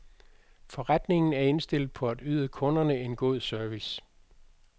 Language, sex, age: Danish, male, 62